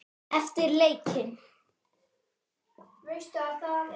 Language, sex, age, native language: Icelandic, male, 10, Icelandic